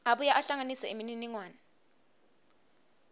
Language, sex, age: Swati, female, 22